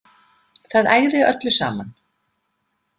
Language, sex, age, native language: Icelandic, female, 50-59, Icelandic